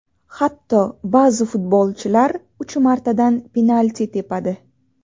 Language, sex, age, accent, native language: Uzbek, female, 19-29, Navoiy, Uzbek